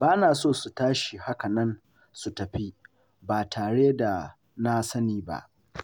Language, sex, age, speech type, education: Hausa, male, 15-29, spontaneous, secondary